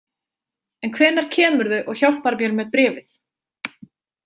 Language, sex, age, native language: Icelandic, female, 30-39, Icelandic